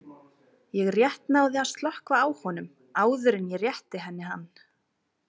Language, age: Icelandic, 20-29